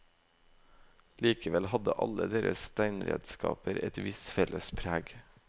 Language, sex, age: Norwegian, male, 18